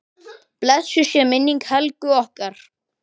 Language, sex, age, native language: Icelandic, male, 10, Icelandic